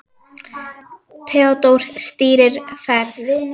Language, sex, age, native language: Icelandic, female, 10, Icelandic